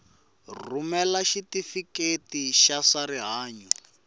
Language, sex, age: Tsonga, male, 18